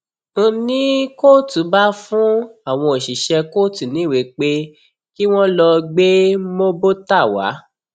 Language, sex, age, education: Yoruba, male, 15-29, tertiary